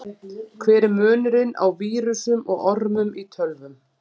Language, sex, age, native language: Icelandic, female, 40-49, Icelandic